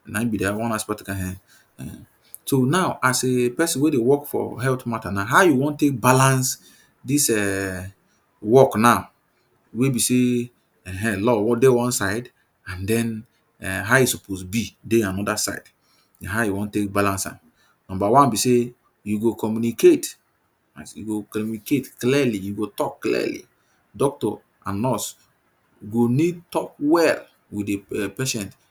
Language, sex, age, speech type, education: Nigerian Pidgin, male, 30-45, spontaneous, tertiary